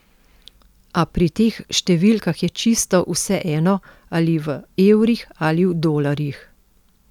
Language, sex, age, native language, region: Slovenian, female, 50-59, Slovenian, Central Slovenia